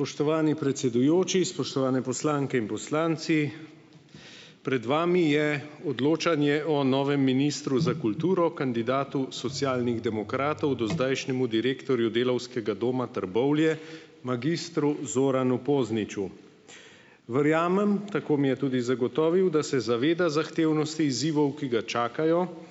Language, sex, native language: Slovenian, male, Slovenian